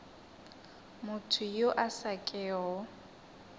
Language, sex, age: Northern Sotho, female, 22